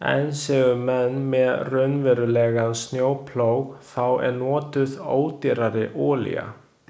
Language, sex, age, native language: Icelandic, male, 20-29, Chinese